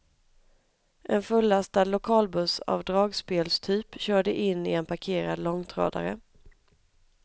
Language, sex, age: Swedish, female, 31